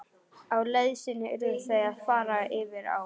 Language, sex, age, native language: Icelandic, female, 11, Icelandic